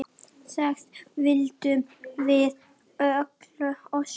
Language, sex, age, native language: Icelandic, female, 10, Icelandic